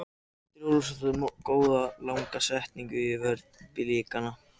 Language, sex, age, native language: Icelandic, other, 60-69, Icelandic